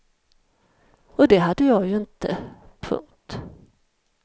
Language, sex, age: Swedish, female, 51